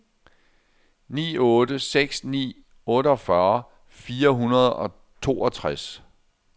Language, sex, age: Danish, male, 60